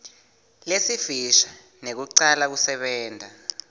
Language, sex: Swati, male